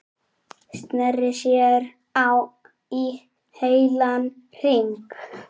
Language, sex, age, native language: Icelandic, male, 7, Icelandic